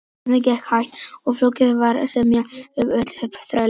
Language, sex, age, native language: Icelandic, male, 18-19, Icelandic